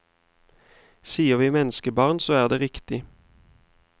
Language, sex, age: Norwegian, male, 31